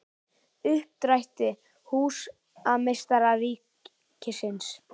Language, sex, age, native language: Icelandic, male, 18-19, Icelandic